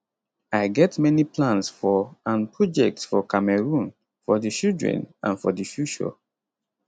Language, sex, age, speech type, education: Nigerian Pidgin, male, 15-29, spontaneous, tertiary